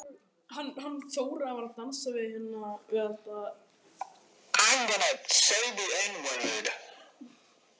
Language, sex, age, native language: Icelandic, other, 12, Icelandic